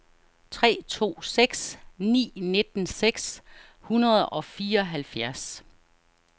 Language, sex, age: Danish, female, 49